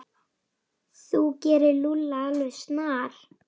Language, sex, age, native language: Icelandic, female, 9, Icelandic